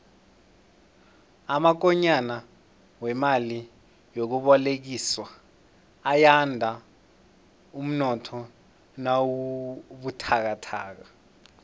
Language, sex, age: South Ndebele, male, 21